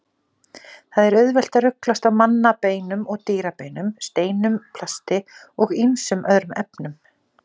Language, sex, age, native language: Icelandic, female, 40-49, Icelandic